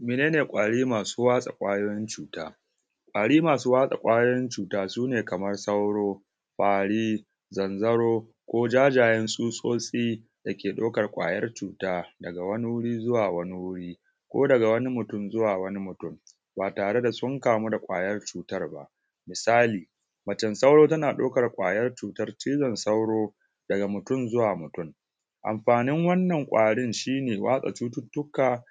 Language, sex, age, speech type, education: Hausa, male, 15-29, spontaneous, tertiary